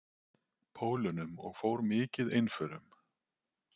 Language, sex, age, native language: Icelandic, male, 40-49, Icelandic